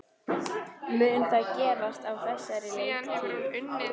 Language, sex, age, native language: Icelandic, female, 15, Icelandic